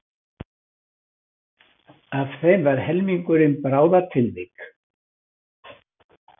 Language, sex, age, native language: Icelandic, male, 80-89, Icelandic